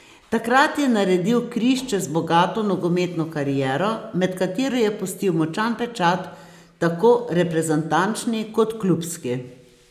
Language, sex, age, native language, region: Slovenian, female, 60+, Slovenian, Posavska region